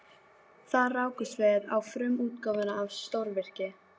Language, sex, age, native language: Icelandic, female, 12, Icelandic